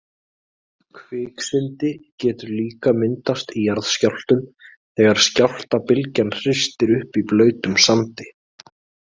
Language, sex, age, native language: Icelandic, male, 20-29, Icelandic